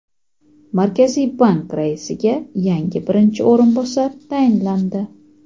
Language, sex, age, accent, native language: Uzbek, female, 25-34, Toshkent shahri, Uzbek